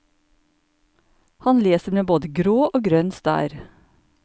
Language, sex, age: Norwegian, male, 54